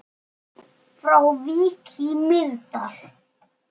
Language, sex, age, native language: Icelandic, male, 6, Icelandic